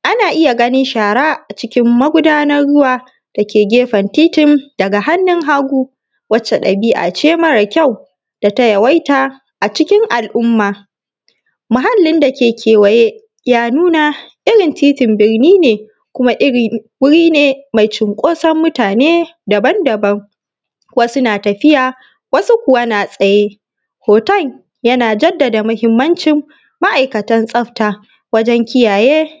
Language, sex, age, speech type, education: Hausa, female, 30-45, spontaneous, tertiary